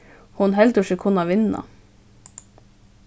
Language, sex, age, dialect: Faroese, female, 15-35, Suðurstreymoy